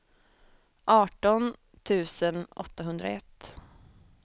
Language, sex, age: Swedish, female, 23